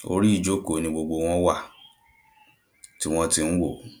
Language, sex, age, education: Yoruba, male, 15-29, primary